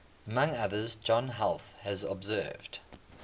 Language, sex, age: English, male, 21